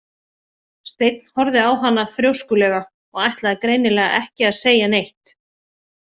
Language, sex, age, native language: Icelandic, female, 40-49, Icelandic